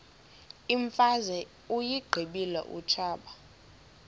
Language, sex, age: Xhosa, female, 20